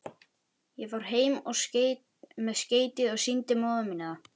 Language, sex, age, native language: Icelandic, male, 11, Icelandic